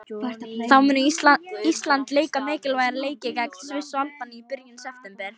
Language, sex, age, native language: Icelandic, female, 18-19, Icelandic